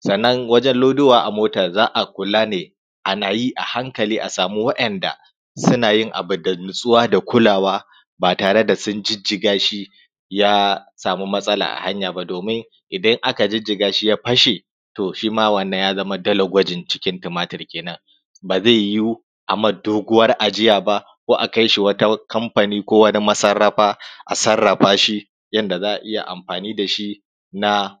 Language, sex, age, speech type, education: Hausa, male, 15-29, spontaneous, tertiary